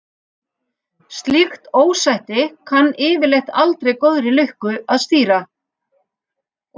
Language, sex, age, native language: Icelandic, female, 50-59, Icelandic